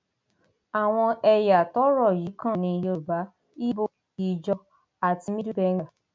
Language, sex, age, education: Yoruba, female, 30-45, tertiary